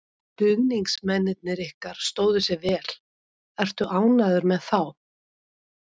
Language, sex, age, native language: Icelandic, female, 50-59, Icelandic